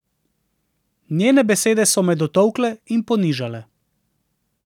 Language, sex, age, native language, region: Slovenian, male, 30-49, Slovenian, Central Slovenia